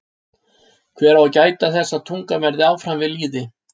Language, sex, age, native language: Icelandic, male, 60-69, Icelandic